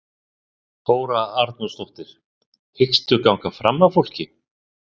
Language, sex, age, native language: Icelandic, male, 60-69, Icelandic